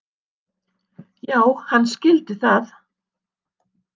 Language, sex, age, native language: Icelandic, female, 60-69, Icelandic